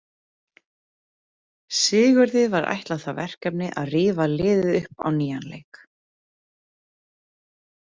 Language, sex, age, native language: Icelandic, female, 30-39, Icelandic